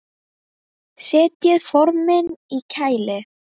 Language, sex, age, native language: Icelandic, female, 9, Icelandic